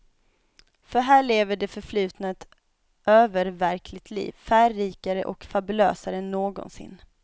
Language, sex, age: Swedish, female, 25